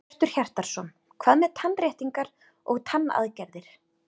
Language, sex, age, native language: Icelandic, female, 30-39, Icelandic